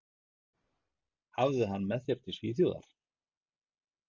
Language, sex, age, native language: Icelandic, male, 50-59, Icelandic